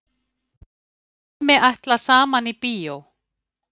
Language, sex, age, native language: Icelandic, female, 50-59, Icelandic